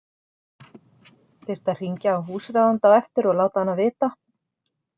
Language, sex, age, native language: Icelandic, female, 40-49, Icelandic